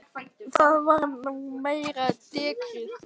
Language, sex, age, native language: Icelandic, male, 10, Icelandic